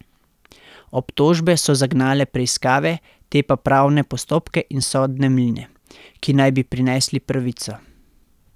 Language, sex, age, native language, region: Slovenian, male, 30-49, Slovenian, Central Slovenia